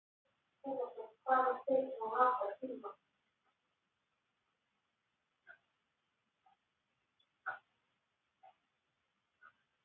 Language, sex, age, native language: Icelandic, female, 30-39, Icelandic